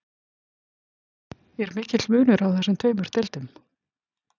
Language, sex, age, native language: Icelandic, female, 50-59, Icelandic